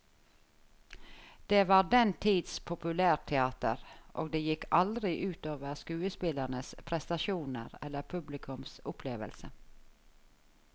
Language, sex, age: Norwegian, female, 51